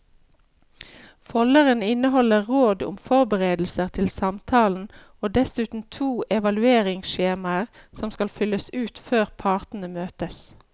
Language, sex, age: Norwegian, female, 53